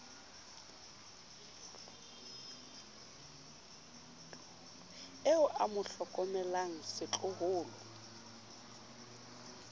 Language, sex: Southern Sotho, female